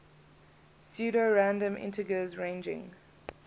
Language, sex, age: English, female, 21